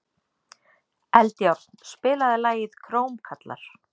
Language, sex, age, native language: Icelandic, female, 30-39, Icelandic